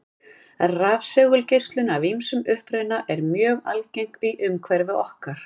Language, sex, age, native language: Icelandic, female, 50-59, Icelandic